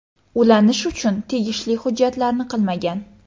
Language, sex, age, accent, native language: Uzbek, female, under 19, Qoraqalpog'iston, Uzbek